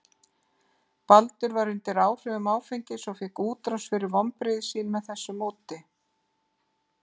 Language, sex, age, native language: Icelandic, female, 50-59, Icelandic